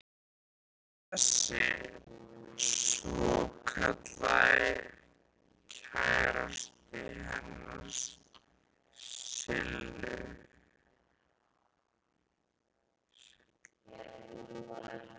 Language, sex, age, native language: Icelandic, male, 13, Icelandic